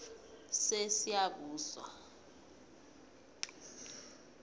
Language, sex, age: South Ndebele, female, 20